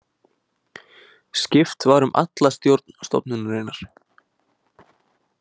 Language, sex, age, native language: Icelandic, male, 20-29, Icelandic